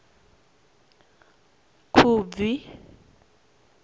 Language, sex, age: Venda, female, 26